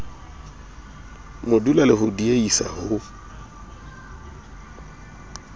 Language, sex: Southern Sotho, male